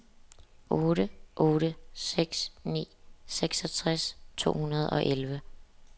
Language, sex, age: Danish, female, 27